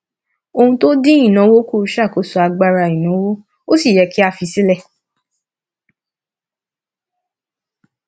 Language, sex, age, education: Yoruba, female, 15-29, tertiary